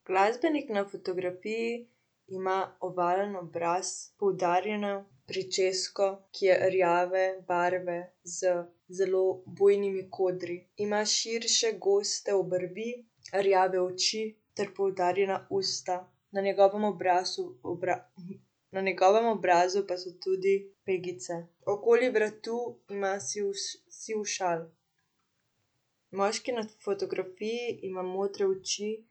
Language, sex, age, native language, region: Slovenian, female, 18-29, Slovenian, Central Slovenia